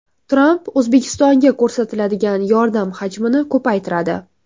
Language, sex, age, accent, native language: Uzbek, female, under 19, Toshkent viloyati, Uzbek